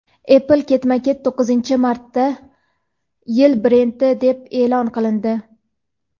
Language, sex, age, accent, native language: Uzbek, female, 18-24, Toshkent viloyati, Uzbek